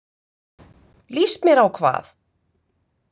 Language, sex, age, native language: Icelandic, female, 50-59, Icelandic